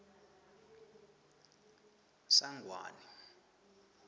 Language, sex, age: Swati, male, 23